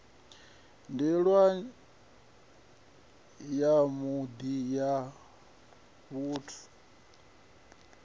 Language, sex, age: Venda, male, 37